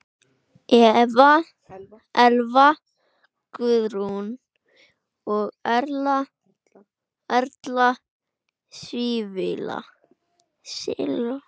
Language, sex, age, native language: Icelandic, male, 9, Icelandic